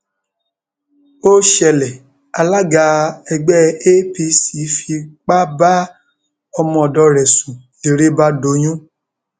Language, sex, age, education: Yoruba, male, 30-45, tertiary